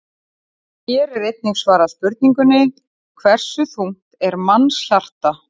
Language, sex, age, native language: Icelandic, female, 40-49, Icelandic